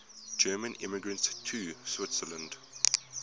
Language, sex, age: English, male, 22